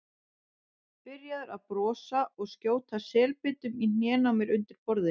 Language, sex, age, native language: Icelandic, female, 30-39, Icelandic